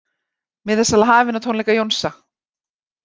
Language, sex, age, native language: Icelandic, female, 40-49, Icelandic